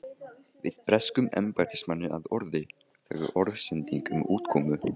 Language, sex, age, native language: Icelandic, male, 15, Icelandic